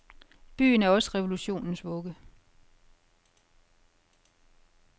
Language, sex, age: Danish, female, 51